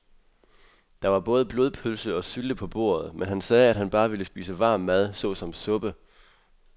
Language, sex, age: Danish, male, 23